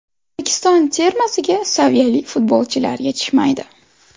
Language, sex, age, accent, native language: Uzbek, female, 18-24, Buxoro, Uzbek